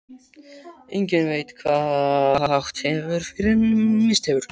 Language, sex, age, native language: Icelandic, male, 12, Icelandic